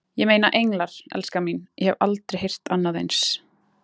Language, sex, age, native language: Icelandic, female, 20-29, Icelandic